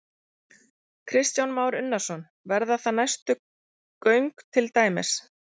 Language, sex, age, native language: Icelandic, female, 40-49, Icelandic